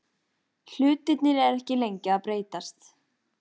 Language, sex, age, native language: Icelandic, female, 14, Icelandic